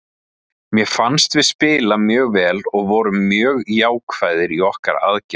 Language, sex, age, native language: Icelandic, male, 30-39, Icelandic